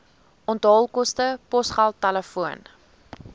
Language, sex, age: Afrikaans, female, 19